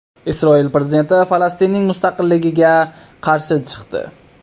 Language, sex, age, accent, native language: Uzbek, male, 18-24, Qoraqalpog'iston, Uzbek